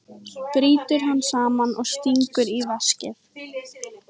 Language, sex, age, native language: Icelandic, female, 14, Icelandic